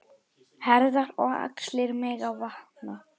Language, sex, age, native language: Icelandic, male, 8, Icelandic